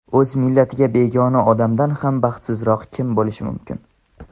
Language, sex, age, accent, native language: Uzbek, male, under 19, Andijon, Tajik